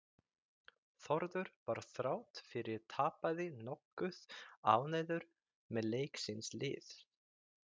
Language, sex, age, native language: Icelandic, male, 30-39, Icelandic